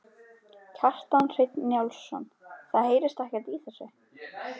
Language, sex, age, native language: Icelandic, female, 12, Icelandic